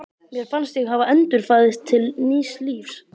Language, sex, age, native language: Icelandic, male, 12, Icelandic